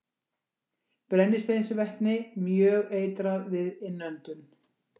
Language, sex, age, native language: Icelandic, female, 60-69, Icelandic